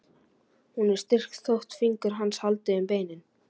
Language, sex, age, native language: Icelandic, male, 11, Icelandic